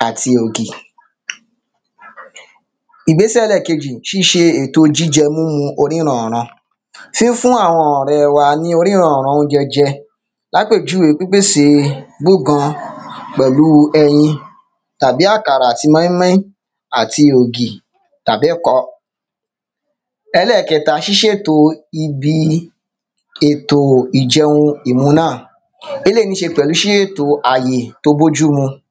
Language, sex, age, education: Yoruba, male, 30-45, secondary